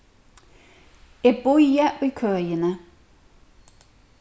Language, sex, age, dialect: Faroese, female, 36-60, Suðurstreymoy